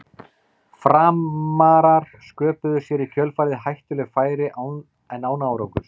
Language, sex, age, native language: Icelandic, male, 30-39, Icelandic